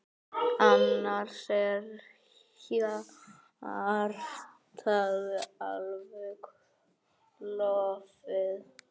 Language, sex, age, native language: Icelandic, female, 9, Icelandic